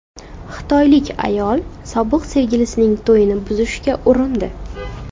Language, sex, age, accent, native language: Uzbek, female, 18-24, Farg'ona, Uzbek